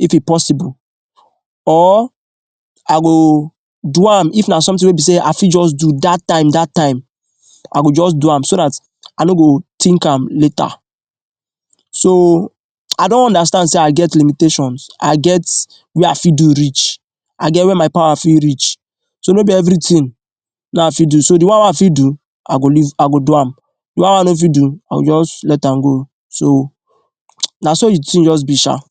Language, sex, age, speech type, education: Nigerian Pidgin, male, 15-29, spontaneous, tertiary